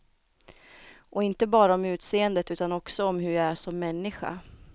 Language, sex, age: Swedish, female, 29